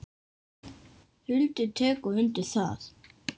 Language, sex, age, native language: Icelandic, male, 10, Danish